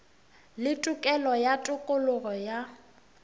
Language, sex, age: Northern Sotho, female, 24